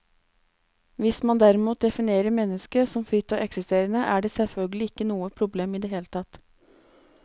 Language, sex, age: Norwegian, female, 26